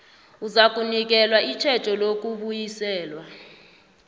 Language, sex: South Ndebele, female